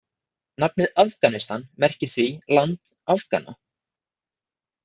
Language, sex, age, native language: Icelandic, male, 20-29, Icelandic